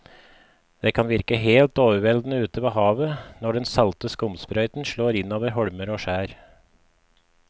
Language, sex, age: Norwegian, male, 53